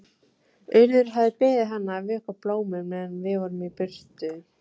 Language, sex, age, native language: Icelandic, female, 18-19, Icelandic